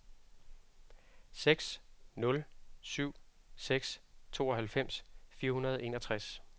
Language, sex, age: Danish, male, 36